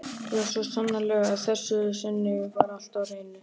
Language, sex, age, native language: Icelandic, female, 12, Icelandic